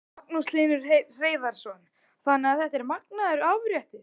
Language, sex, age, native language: Icelandic, male, 12, Icelandic